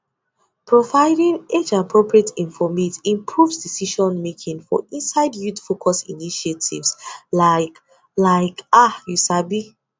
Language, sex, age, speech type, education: Nigerian Pidgin, female, 15-29, spontaneous, tertiary